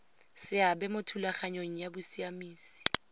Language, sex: Tswana, female